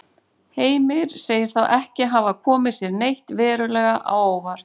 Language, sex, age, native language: Icelandic, female, 40-49, Icelandic